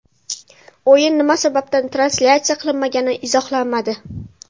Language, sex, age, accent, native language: Uzbek, female, 12-17, Toshkent shahri, Uzbek